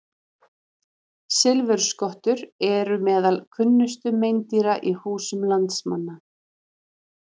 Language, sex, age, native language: Icelandic, female, 30-39, Icelandic